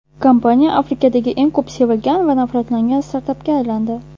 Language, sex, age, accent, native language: Uzbek, female, 18-24, Toshkent shahri, Uzbek